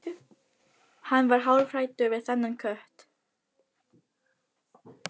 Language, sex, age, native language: Icelandic, female, 18-19, Filipino